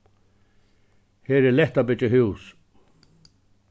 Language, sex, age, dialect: Faroese, male, 61+, Suðuroy